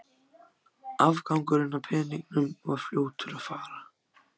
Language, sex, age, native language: Icelandic, other, 14, Icelandic